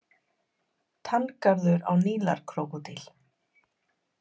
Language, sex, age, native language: Icelandic, female, 30-39, Icelandic